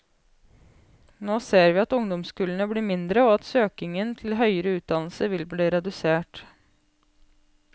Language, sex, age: Norwegian, female, 28